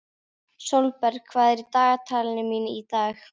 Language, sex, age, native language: Icelandic, female, 12, Icelandic